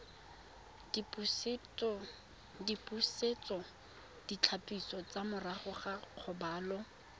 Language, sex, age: Tswana, female, 22